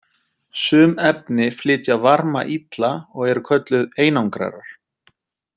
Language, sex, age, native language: Icelandic, male, 30-39, Icelandic